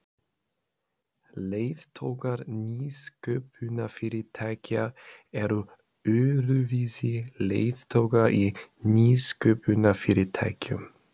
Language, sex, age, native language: Icelandic, male, 30-39, German